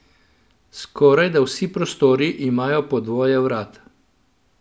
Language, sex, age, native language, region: Slovenian, male, 50-59, Slovenian, Central Slovenia